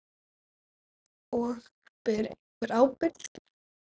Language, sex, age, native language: Icelandic, female, 9, Icelandic